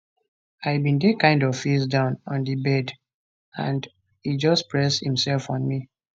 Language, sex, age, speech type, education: Nigerian Pidgin, male, 15-29, spontaneous, tertiary